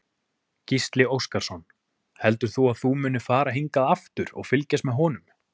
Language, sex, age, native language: Icelandic, male, 20-29, Icelandic